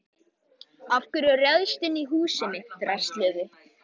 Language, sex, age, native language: Icelandic, male, 13, Icelandic